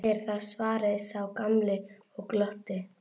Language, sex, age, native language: Icelandic, female, 11, Icelandic